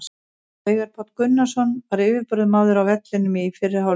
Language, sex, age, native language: Icelandic, female, 60-69, Icelandic